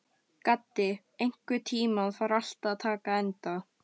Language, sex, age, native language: Icelandic, female, 12, Icelandic